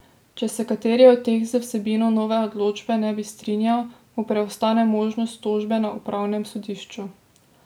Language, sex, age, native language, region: Slovenian, female, 18-29, Slovenian, Drava region